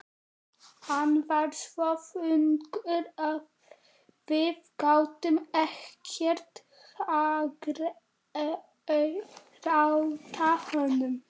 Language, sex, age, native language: Icelandic, male, 11, Icelandic